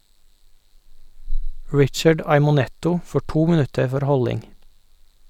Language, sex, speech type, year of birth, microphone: Norwegian, male, read, 1988, Sennheiser